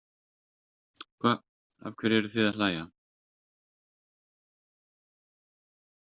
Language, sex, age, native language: Icelandic, male, 30-39, Icelandic